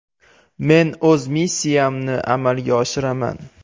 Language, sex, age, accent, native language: Uzbek, male, 18-24, Andijon, Uzbek